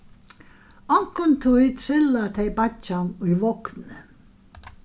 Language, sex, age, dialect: Faroese, female, 61+, Vágar